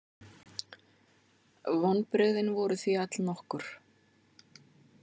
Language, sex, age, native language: Icelandic, female, 50-59, Icelandic